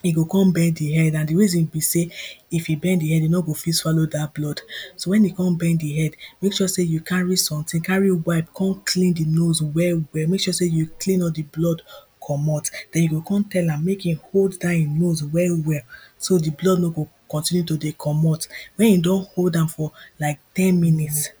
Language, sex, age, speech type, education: Nigerian Pidgin, female, 15-29, spontaneous, primary